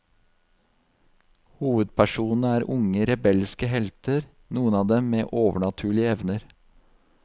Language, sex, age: Norwegian, male, 32